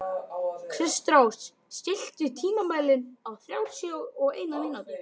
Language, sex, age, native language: Icelandic, male, 12, Icelandic